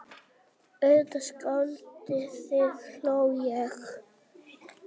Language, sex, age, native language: Icelandic, female, 18-19, Icelandic